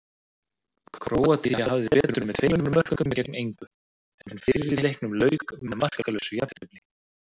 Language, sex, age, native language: Icelandic, male, 30-39, Icelandic